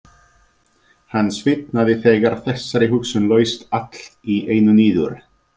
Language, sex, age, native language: Icelandic, male, 30-39, Icelandic